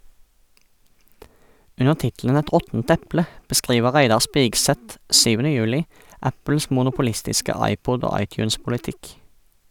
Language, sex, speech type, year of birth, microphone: Norwegian, male, read, 1989, Sennheiser